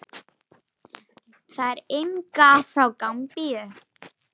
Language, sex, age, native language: Icelandic, female, 8, Icelandic